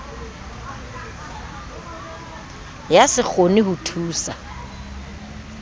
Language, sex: Southern Sotho, female